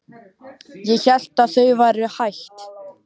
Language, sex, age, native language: Icelandic, male, 12, Icelandic